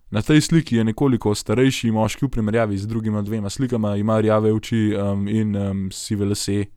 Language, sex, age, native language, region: Slovenian, male, 18-29, Slovenian, Gorenjska region